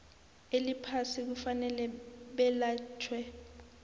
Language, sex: South Ndebele, female